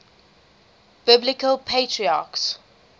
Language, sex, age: English, female, 20